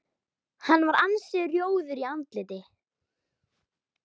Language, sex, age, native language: Icelandic, female, 12, Icelandic